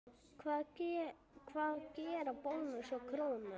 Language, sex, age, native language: Icelandic, female, 9, Icelandic